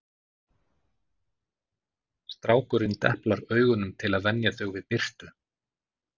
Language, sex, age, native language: Icelandic, male, 40-49, Icelandic